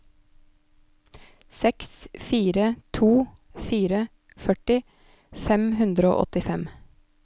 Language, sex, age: Norwegian, female, 29